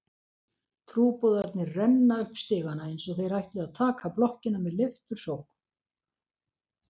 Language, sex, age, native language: Icelandic, female, 60-69, Icelandic